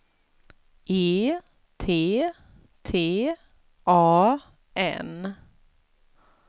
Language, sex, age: Swedish, female, 36